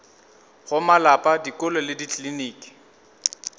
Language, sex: Northern Sotho, male